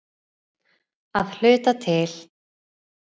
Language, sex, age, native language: Icelandic, female, 20-29, Icelandic